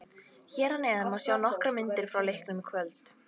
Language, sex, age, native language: Icelandic, female, 18-19, Icelandic